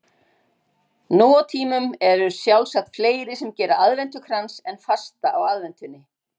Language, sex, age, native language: Icelandic, female, 60-69, Icelandic